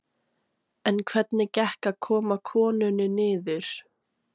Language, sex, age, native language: Icelandic, female, 18-19, Icelandic